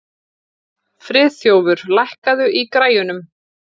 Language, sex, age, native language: Icelandic, female, 30-39, Icelandic